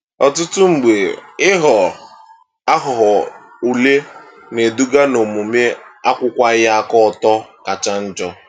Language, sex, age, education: Igbo, male, 15-29, tertiary